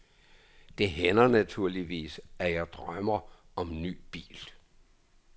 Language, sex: Danish, male